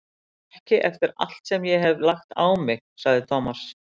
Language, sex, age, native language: Icelandic, female, 60-69, Icelandic